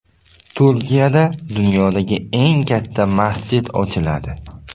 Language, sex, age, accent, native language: Uzbek, male, 18-24, Buxoro, Uzbek